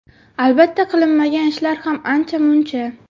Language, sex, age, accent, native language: Uzbek, female, 19-29, Buxoro, Uzbek